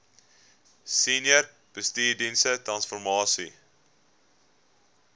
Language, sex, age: Afrikaans, male, 19